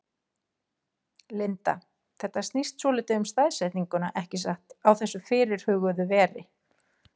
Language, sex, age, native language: Icelandic, female, 40-49, Icelandic